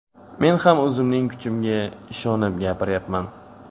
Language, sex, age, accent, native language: Uzbek, male, 18-24, Navoiy, Uzbek